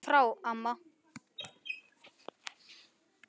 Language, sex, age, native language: Icelandic, male, 10, Icelandic